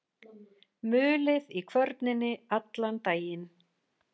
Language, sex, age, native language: Icelandic, female, 40-49, Icelandic